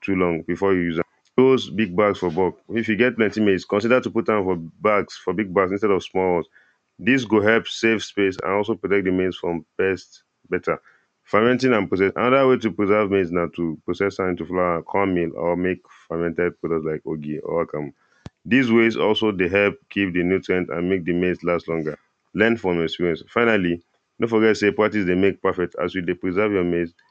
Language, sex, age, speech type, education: Nigerian Pidgin, male, 15-29, spontaneous, primary